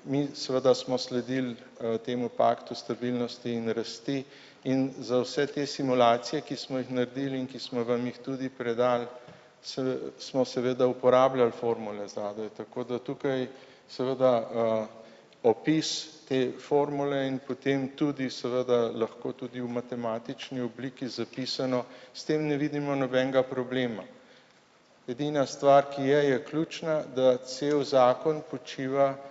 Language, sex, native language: Slovenian, male, Slovenian